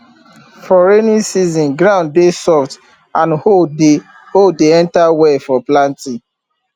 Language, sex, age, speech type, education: Nigerian Pidgin, male, 30-45, spontaneous, tertiary